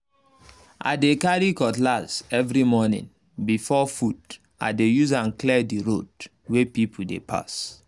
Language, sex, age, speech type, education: Nigerian Pidgin, male, 15-29, spontaneous, tertiary